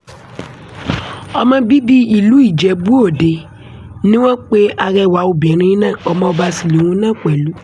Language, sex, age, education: Yoruba, female, 15-29, tertiary